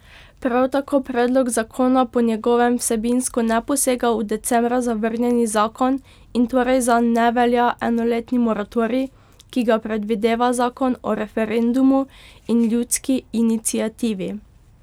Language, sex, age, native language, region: Slovenian, female, 12-17, Slovenian, Pomurje region